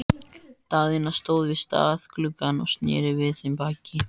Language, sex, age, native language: Icelandic, female, 14, Icelandic